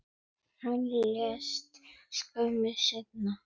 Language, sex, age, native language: Icelandic, female, 9, Icelandic